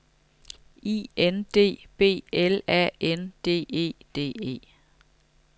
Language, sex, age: Danish, female, 45